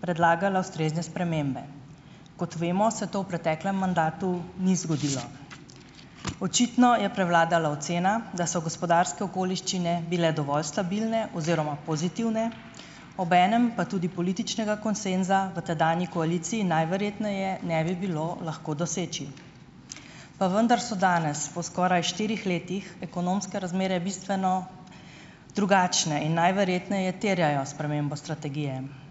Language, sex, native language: Slovenian, female, Slovenian